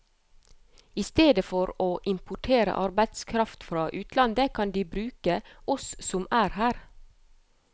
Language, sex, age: Norwegian, female, 30